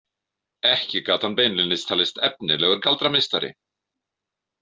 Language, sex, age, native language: Icelandic, male, 50-59, Icelandic